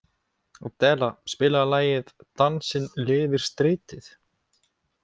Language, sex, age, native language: Icelandic, male, 20-29, Icelandic